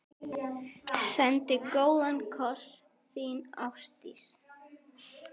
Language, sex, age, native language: Icelandic, male, 10, Icelandic